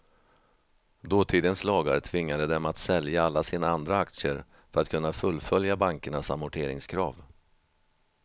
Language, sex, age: Swedish, male, 50